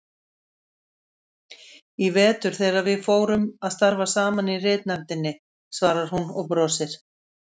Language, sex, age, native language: Icelandic, female, 60-69, Icelandic